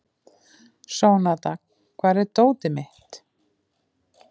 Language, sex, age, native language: Icelandic, female, 50-59, Icelandic